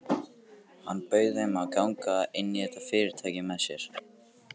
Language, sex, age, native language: Icelandic, male, 18-19, Icelandic